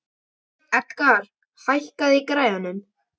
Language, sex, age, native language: Icelandic, male, 12, Icelandic